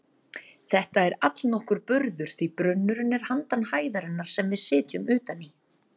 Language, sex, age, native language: Icelandic, female, 30-39, Icelandic